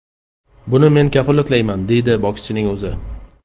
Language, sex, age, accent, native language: Uzbek, male, 35+, Qashqadaryo, Uzbek